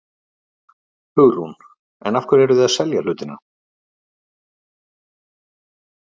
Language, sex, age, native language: Icelandic, male, 50-59, Icelandic